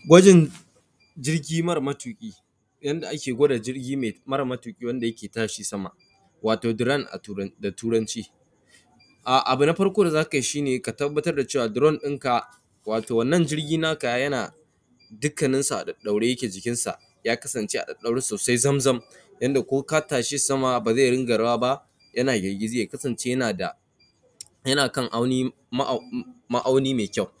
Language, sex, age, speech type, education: Hausa, male, 15-29, spontaneous, primary